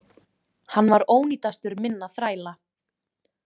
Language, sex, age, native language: Icelandic, female, 20-29, Icelandic